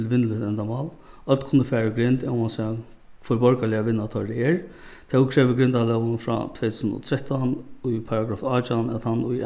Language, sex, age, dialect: Faroese, male, 36-60, Norðuroyggjar